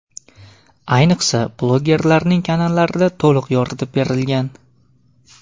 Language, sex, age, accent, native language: Uzbek, male, 25-34, Farg'ona, Uzbek